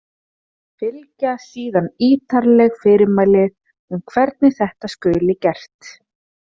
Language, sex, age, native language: Icelandic, female, 30-39, Icelandic